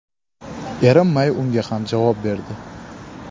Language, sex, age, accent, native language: Uzbek, male, 18-24, Andijon, Uzbek